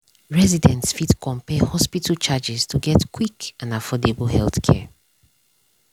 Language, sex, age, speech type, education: Nigerian Pidgin, female, 30-45, spontaneous, tertiary